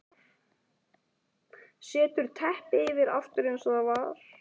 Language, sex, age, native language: Icelandic, male, 11, Icelandic